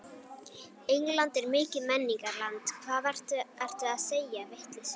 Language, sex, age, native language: Icelandic, female, 11, Icelandic